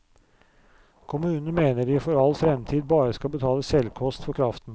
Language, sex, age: Norwegian, male, 44